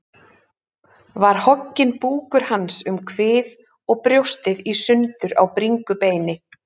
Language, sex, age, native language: Icelandic, female, 30-39, Icelandic